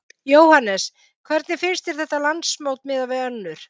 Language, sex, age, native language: Icelandic, female, 50-59, Icelandic